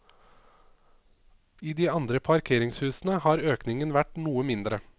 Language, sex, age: Norwegian, male, 27